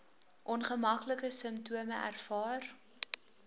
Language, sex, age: Afrikaans, female, 20